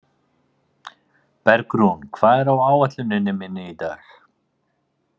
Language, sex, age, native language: Icelandic, male, 40-49, Icelandic